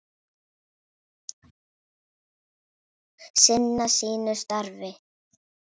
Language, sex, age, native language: Icelandic, female, 8, Icelandic